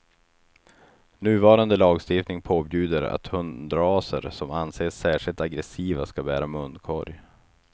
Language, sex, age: Swedish, male, 36